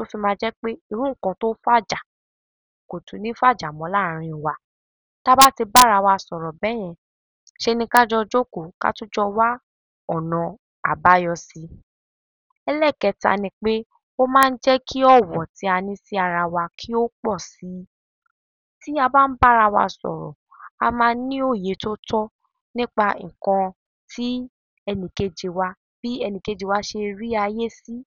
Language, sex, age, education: Yoruba, male, 46-60, tertiary